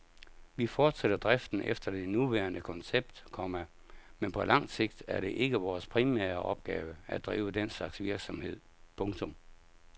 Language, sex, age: Danish, male, 57